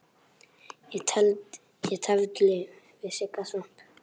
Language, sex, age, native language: Icelandic, male, 10, Icelandic